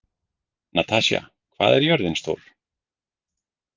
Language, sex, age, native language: Icelandic, male, 40-49, Icelandic